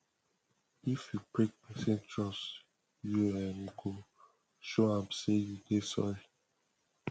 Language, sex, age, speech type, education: Nigerian Pidgin, male, 15-29, spontaneous, tertiary